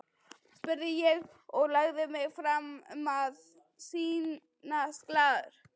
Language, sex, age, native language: Icelandic, female, 12, Icelandic